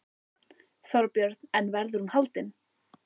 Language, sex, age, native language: Icelandic, female, 14, Icelandic